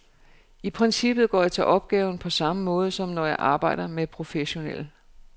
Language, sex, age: Danish, female, 49